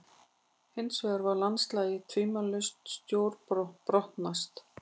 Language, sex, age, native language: Icelandic, female, 40-49, Icelandic